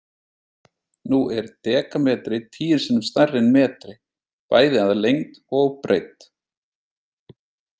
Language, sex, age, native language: Icelandic, male, 30-39, Icelandic